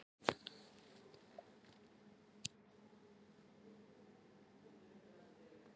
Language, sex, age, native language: Icelandic, female, 40-49, Icelandic